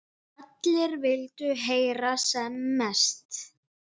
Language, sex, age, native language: Icelandic, male, 8, Icelandic